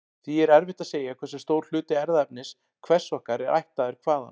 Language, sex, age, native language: Icelandic, male, 40-49, Icelandic